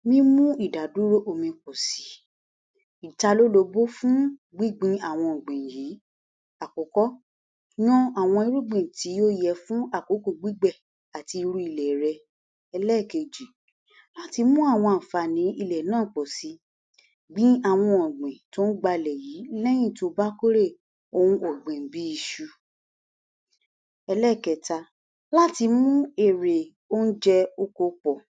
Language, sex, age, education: Yoruba, female, 60+, tertiary